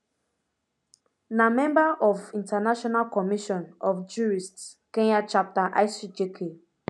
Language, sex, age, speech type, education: Nigerian Pidgin, female, 15-29, spontaneous, tertiary